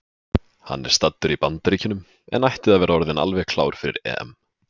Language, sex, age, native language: Icelandic, male, 20-29, Icelandic